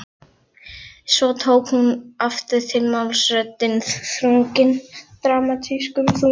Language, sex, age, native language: Icelandic, female, 11, Icelandic